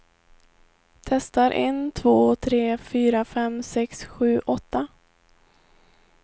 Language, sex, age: Swedish, female, 18